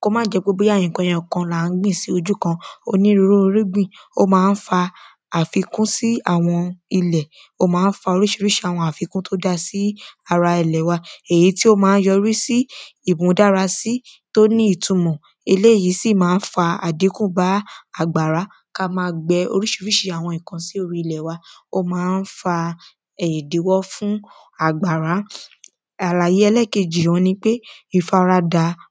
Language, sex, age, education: Yoruba, female, 15-29, secondary